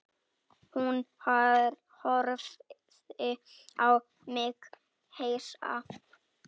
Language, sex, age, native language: Icelandic, female, 6, Icelandic